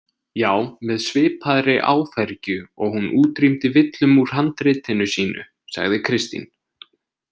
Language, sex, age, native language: Icelandic, male, 20-29, Icelandic